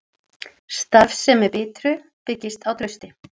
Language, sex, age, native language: Icelandic, female, 40-49, Icelandic